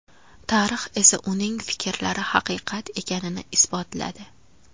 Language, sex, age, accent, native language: Uzbek, female, 18-24, Andijon, Uzbek